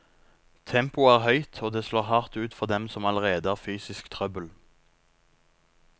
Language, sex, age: Norwegian, male, 19